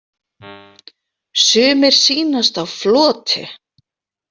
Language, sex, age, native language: Icelandic, female, 40-49, Icelandic